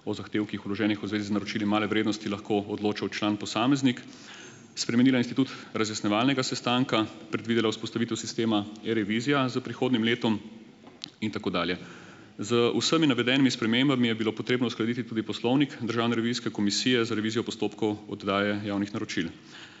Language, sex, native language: Slovenian, male, Slovenian